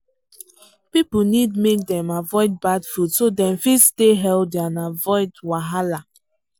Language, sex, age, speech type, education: Nigerian Pidgin, female, 15-29, spontaneous, tertiary